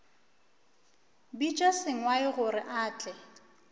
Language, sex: Northern Sotho, female